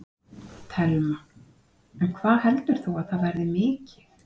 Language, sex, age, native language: Icelandic, female, 50-59, Icelandic